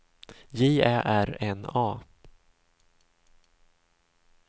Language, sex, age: Swedish, male, 26